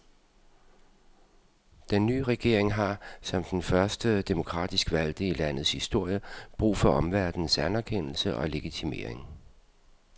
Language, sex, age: Danish, male, 52